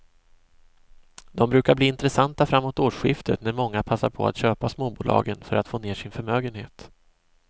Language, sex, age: Swedish, male, 26